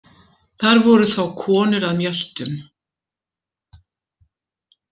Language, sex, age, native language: Icelandic, female, 70-79, Icelandic